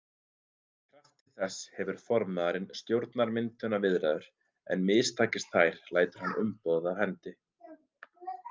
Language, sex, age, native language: Icelandic, male, 30-39, Icelandic